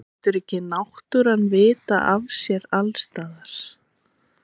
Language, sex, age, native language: Icelandic, female, 20-29, Icelandic